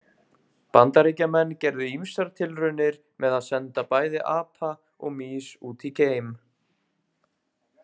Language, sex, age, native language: Icelandic, male, 20-29, Icelandic